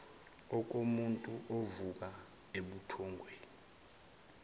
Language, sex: Zulu, male